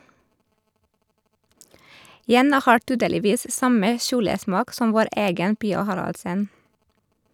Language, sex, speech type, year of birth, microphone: Norwegian, female, read, 1991, Shure